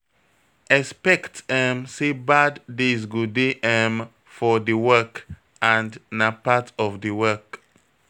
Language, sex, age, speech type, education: Nigerian Pidgin, male, 30-45, spontaneous, tertiary